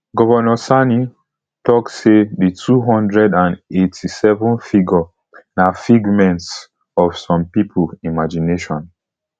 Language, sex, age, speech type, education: Nigerian Pidgin, male, 15-29, spontaneous, tertiary